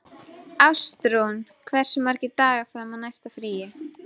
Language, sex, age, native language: Icelandic, female, 12, Icelandic